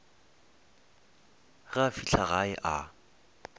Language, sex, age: Northern Sotho, male, 20